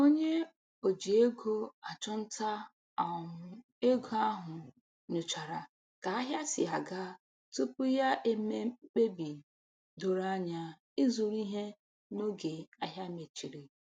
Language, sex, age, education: Igbo, female, 15-29, tertiary